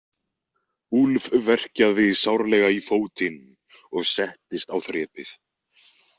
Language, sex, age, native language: Icelandic, male, 20-29, Icelandic